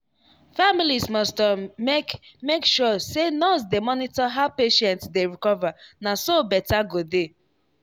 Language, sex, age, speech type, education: Nigerian Pidgin, female, 15-29, spontaneous, tertiary